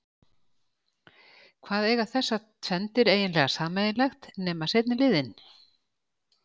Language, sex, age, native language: Icelandic, female, 60-69, Icelandic